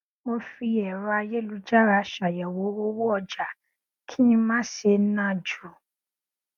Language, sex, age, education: Yoruba, female, 15-29, tertiary